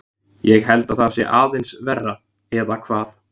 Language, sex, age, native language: Icelandic, male, 20-29, Icelandic